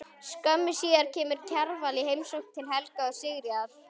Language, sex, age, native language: Icelandic, female, 11, Icelandic